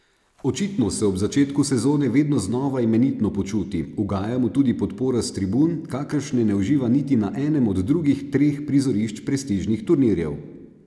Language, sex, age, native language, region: Slovenian, male, 30-49, Slovenian, Savinja region